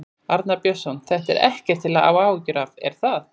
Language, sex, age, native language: Icelandic, female, 40-49, Icelandic